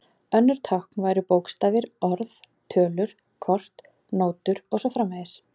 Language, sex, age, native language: Icelandic, female, 40-49, Icelandic